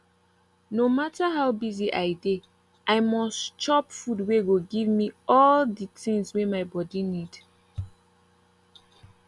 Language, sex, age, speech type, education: Nigerian Pidgin, female, 15-29, spontaneous, tertiary